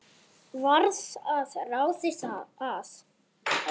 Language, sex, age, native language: Icelandic, female, 7, Icelandic